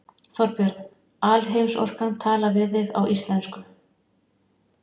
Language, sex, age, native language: Icelandic, female, 50-59, Icelandic